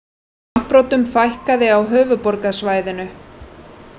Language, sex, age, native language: Icelandic, female, 30-39, Icelandic